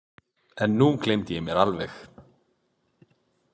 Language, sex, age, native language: Icelandic, male, 20-29, Icelandic